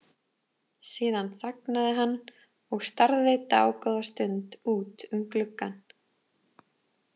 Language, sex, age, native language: Icelandic, female, 20-29, Icelandic